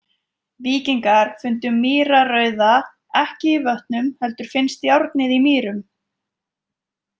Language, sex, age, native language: Icelandic, female, 20-29, Icelandic